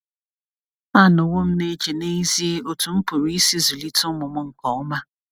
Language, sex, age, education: Igbo, female, 30-45, tertiary